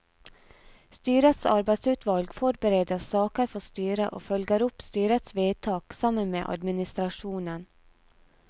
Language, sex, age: Norwegian, female, 34